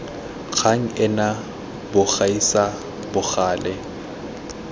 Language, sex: Tswana, male